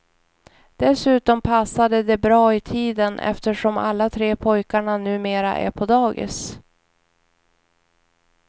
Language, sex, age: Swedish, female, 41